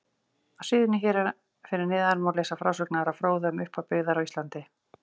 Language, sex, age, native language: Icelandic, female, 40-49, Icelandic